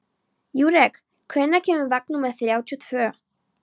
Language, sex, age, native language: Icelandic, female, 13, Polish